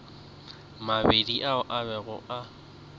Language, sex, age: Northern Sotho, male, 24